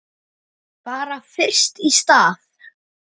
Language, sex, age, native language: Icelandic, male, 9, Icelandic